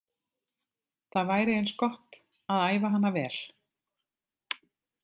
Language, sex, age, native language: Icelandic, female, 50-59, Icelandic